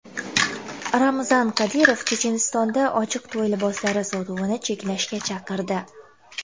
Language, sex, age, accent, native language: Uzbek, female, 19-29, Toshkent viloyati, Uzbek